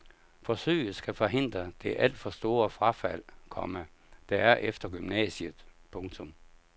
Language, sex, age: Danish, male, 57